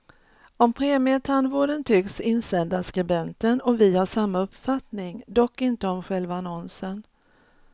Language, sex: Swedish, female